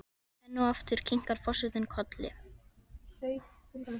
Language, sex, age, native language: Icelandic, female, 13, Icelandic